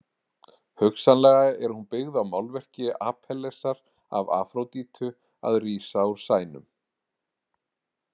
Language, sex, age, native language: Icelandic, male, 40-49, Icelandic